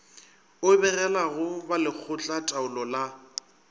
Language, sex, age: Northern Sotho, male, 24